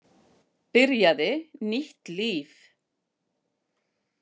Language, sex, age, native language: Icelandic, female, 50-59, Icelandic